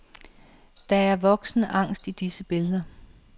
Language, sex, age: Danish, female, 37